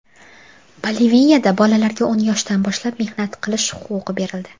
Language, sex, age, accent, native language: Uzbek, female, 18-24, Farg'ona, Uzbek